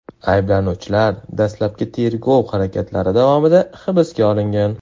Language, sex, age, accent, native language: Uzbek, male, 18-24, Toshkent shahri, Uzbek